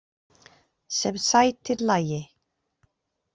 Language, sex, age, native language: Icelandic, female, 40-49, Icelandic